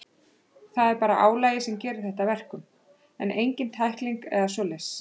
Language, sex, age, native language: Icelandic, female, 30-39, Icelandic